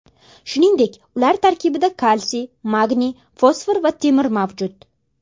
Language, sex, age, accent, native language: Uzbek, female, under 19, Farg'ona, Uzbek